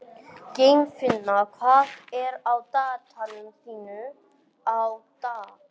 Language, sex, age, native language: Icelandic, male, 18-19, English